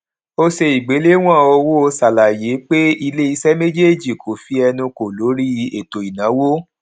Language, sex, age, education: Yoruba, male, 30-45, tertiary